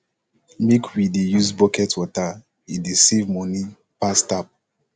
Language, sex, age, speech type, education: Nigerian Pidgin, male, 15-29, spontaneous, tertiary